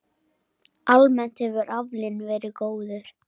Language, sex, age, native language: Icelandic, male, 10, Icelandic